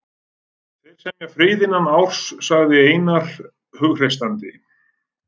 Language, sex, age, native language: Icelandic, male, 40-49, Icelandic